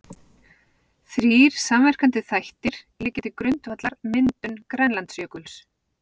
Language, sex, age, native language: Icelandic, female, 40-49, Icelandic